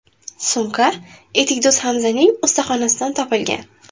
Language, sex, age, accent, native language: Uzbek, female, 18-24, Buxoro, Uzbek